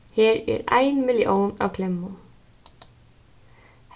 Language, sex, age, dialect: Faroese, female, 15-35, Suðurstreymoy